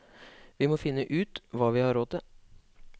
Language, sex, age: Norwegian, male, 25